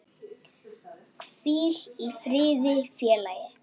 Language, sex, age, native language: Icelandic, female, 8, Icelandic